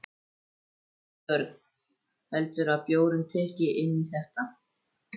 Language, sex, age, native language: Icelandic, male, 14, Icelandic